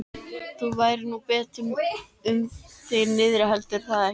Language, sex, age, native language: Icelandic, female, 13, Icelandic